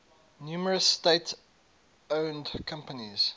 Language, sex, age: English, male, 19